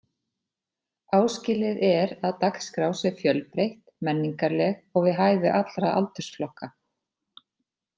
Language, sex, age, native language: Icelandic, female, 40-49, Icelandic